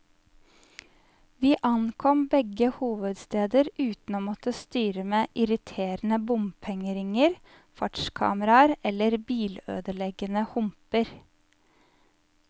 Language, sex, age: Norwegian, female, 27